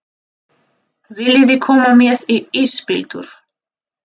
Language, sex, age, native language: Icelandic, female, 30-39, Russian